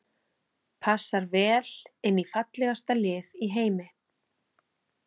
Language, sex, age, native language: Icelandic, female, 40-49, Icelandic